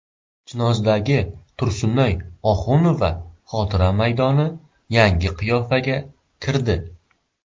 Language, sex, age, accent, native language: Uzbek, male, 12-17, Surxondaryo, Uzbek